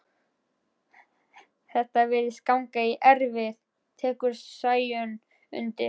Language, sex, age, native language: Icelandic, male, 11, Icelandic